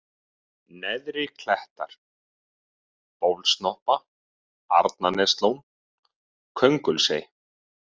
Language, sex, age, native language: Icelandic, male, 30-39, Icelandic